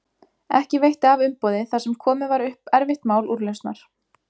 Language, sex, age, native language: Icelandic, female, 20-29, Icelandic